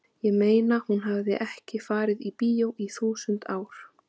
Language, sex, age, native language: Icelandic, female, 30-39, Icelandic